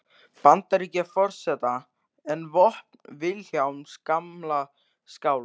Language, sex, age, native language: Icelandic, male, 13, Icelandic